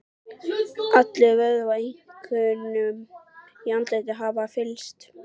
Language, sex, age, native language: Icelandic, female, 12, Icelandic